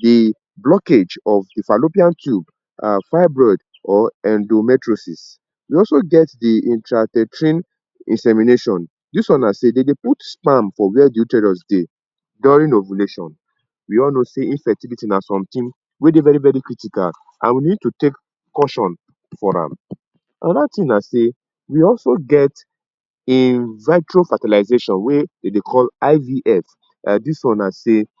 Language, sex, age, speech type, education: Nigerian Pidgin, male, 30-45, spontaneous, tertiary